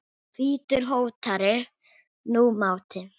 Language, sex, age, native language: Icelandic, female, 10, Icelandic